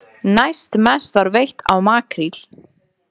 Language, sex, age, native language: Icelandic, female, 18-19, Icelandic